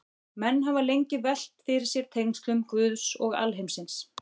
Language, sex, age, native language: Icelandic, female, 40-49, Icelandic